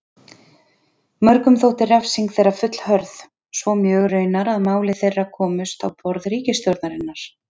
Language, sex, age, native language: Icelandic, female, 30-39, Icelandic